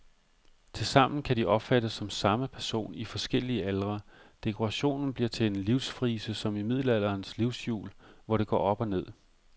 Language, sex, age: Danish, male, 45